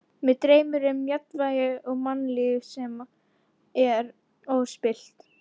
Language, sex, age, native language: Icelandic, female, 12, Icelandic